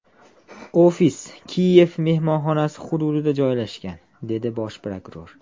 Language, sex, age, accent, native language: Uzbek, male, 19-29, Andijon, Uzbek